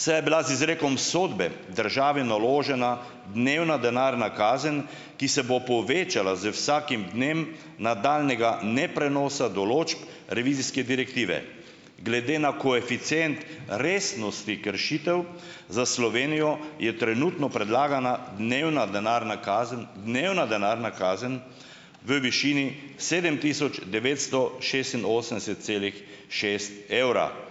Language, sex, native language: Slovenian, male, Slovenian